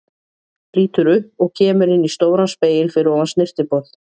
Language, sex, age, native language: Icelandic, female, 40-49, Icelandic